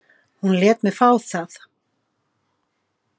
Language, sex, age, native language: Icelandic, female, 50-59, Icelandic